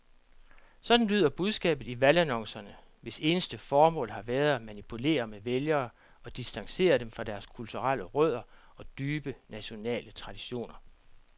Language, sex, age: Danish, male, 47